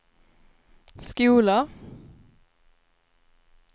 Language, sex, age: Swedish, female, 26